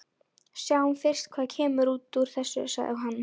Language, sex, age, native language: Icelandic, female, 11, Icelandic